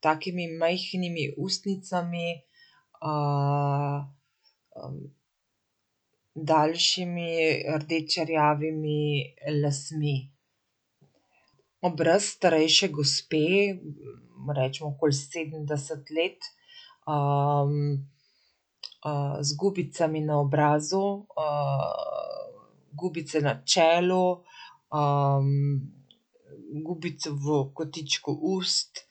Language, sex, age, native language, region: Slovenian, female, 50-59, Slovenian, Central Slovenia